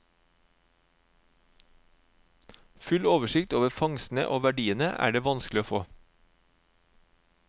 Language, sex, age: Norwegian, male, 36